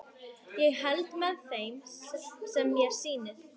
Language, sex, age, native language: Icelandic, female, 12, Icelandic